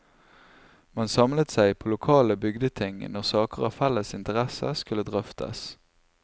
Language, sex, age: Norwegian, male, 24